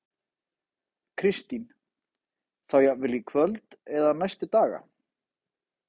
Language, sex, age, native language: Icelandic, male, 30-39, Icelandic